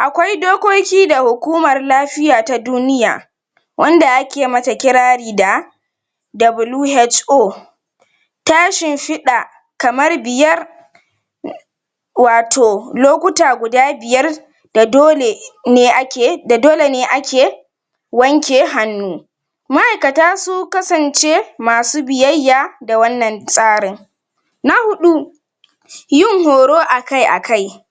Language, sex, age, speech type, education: Hausa, female, 46-60, spontaneous, tertiary